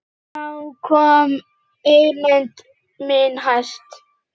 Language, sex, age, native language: Icelandic, male, 8, Icelandic